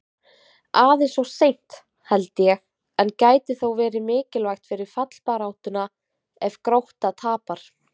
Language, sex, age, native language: Icelandic, female, 20-29, Icelandic